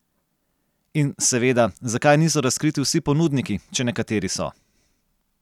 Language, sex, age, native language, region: Slovenian, male, 30-49, Slovenian, Gorenjska region